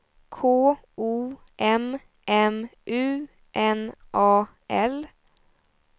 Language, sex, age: Swedish, female, 20